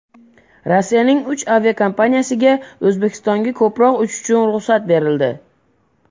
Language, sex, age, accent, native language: Uzbek, male, under 19, Andijon, Uzbek